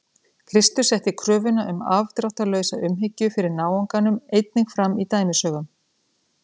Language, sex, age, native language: Icelandic, female, 30-39, Icelandic